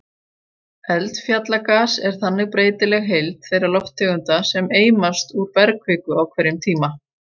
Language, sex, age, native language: Icelandic, female, 40-49, Icelandic